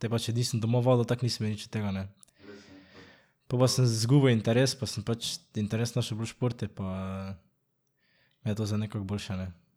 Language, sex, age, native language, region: Slovenian, male, 18-29, Slovenian, Drava region